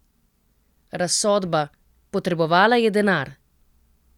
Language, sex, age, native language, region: Slovenian, female, 30-49, Slovenian, Central Slovenia